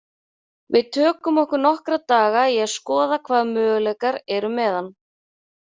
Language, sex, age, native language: Icelandic, female, 30-39, Icelandic